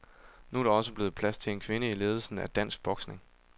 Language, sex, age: Danish, male, 22